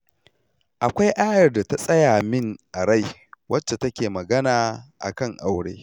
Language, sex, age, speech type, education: Hausa, male, 30-45, read, tertiary